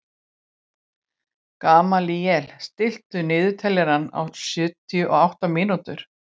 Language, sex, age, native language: Icelandic, female, 18-19, Icelandic